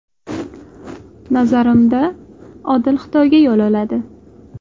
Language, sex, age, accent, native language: Uzbek, female, 18-24, Toshkent shahri, Uzbek